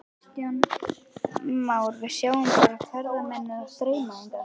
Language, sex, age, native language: Icelandic, female, 11, Icelandic